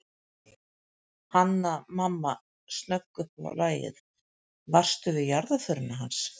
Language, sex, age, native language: Icelandic, female, 50-59, Icelandic